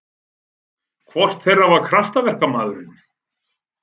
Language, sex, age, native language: Icelandic, male, 40-49, Icelandic